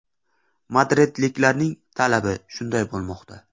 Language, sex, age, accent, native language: Uzbek, male, 18-24, Samarqand, Uzbek